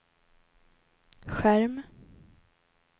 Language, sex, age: Swedish, female, 18